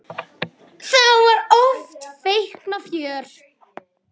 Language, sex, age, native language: Icelandic, male, 9, Icelandic